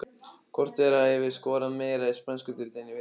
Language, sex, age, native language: Icelandic, male, 15, Icelandic